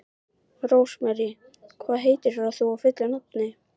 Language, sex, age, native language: Icelandic, female, 12, Icelandic